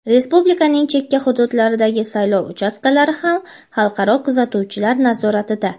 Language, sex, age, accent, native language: Uzbek, female, 18-24, Jizzax, Uzbek